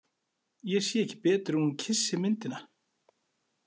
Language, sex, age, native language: Icelandic, male, 40-49, Icelandic